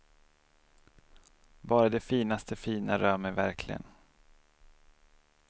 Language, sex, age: Swedish, male, 27